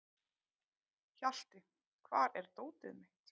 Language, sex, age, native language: Icelandic, female, 30-39, Icelandic